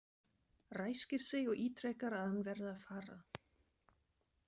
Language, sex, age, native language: Icelandic, female, 30-39, German